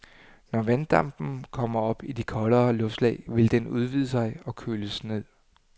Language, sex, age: Danish, male, 39